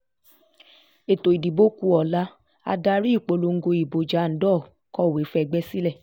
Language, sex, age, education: Yoruba, female, 15-29, tertiary